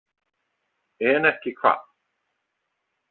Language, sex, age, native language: Icelandic, male, 50-59, Icelandic